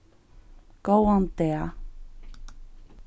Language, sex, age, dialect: Faroese, female, 15-35, Suðurstreymoy